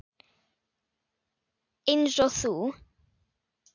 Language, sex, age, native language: Icelandic, female, 9, Icelandic